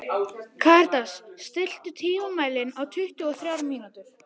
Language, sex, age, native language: Icelandic, female, 13, Icelandic